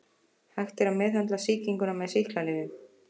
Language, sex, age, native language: Icelandic, female, 50-59, Icelandic